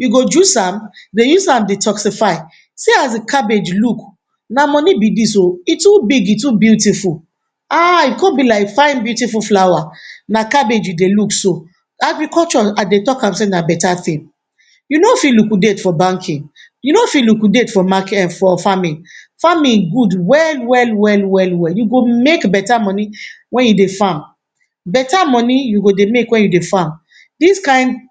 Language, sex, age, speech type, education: Nigerian Pidgin, female, 46-60, spontaneous, tertiary